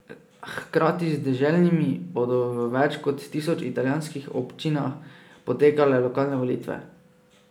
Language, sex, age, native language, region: Slovenian, male, 18-29, Slovenian, Drava region